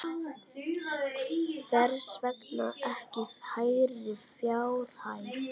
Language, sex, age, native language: Icelandic, female, 9, Icelandic